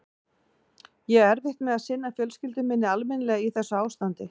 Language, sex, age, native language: Icelandic, female, 40-49, Icelandic